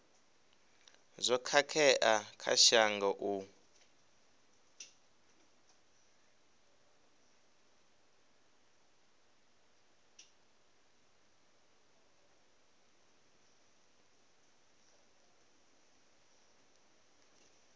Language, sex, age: Venda, male, 23